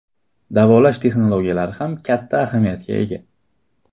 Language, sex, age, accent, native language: Uzbek, male, 18-24, Qashqadaryo, Uzbek